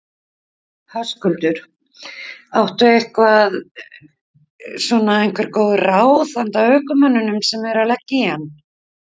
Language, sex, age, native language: Icelandic, female, 50-59, Icelandic